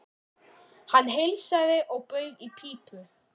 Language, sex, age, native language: Icelandic, male, 13, Icelandic